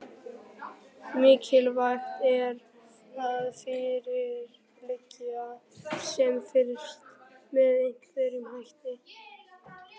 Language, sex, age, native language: Icelandic, male, 11, Icelandic